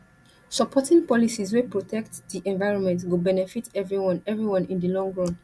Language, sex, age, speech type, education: Nigerian Pidgin, female, 15-29, spontaneous, tertiary